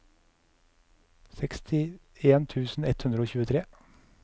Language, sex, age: Norwegian, male, 37